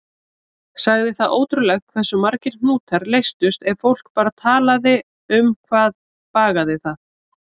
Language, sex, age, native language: Icelandic, female, 30-39, Icelandic